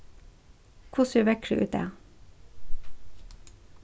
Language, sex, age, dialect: Faroese, female, 36-60, Suðurstreymoy